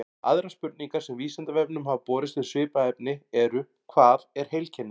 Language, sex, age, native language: Icelandic, male, 40-49, Icelandic